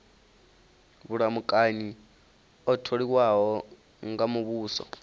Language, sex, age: Venda, male, 19